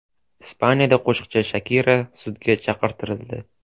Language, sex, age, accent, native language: Uzbek, male, 18-24, Toshkent shahri, Uzbek